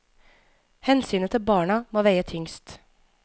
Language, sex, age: Norwegian, female, 25